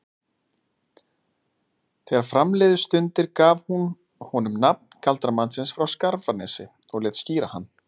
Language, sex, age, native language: Icelandic, male, 30-39, Icelandic